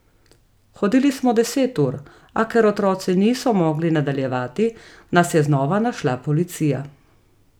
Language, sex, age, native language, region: Slovenian, female, 30-49, Slovenian, Gorica region